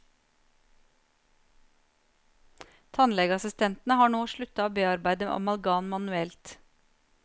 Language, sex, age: Norwegian, female, 39